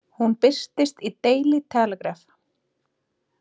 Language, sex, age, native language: Icelandic, female, 30-39, Icelandic